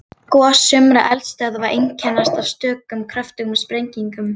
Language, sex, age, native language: Icelandic, female, 40-49, Icelandic